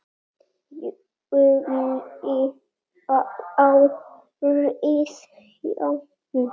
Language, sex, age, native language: Icelandic, male, 7, Icelandic